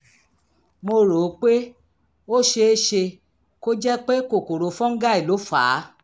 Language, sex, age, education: Yoruba, female, 46-60, tertiary